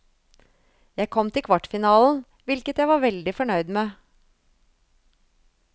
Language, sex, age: Norwegian, female, 35